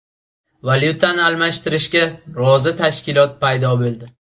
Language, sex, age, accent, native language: Uzbek, male, 18-24, Buxoro, Uzbek